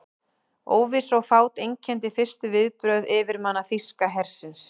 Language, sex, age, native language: Icelandic, female, 40-49, Icelandic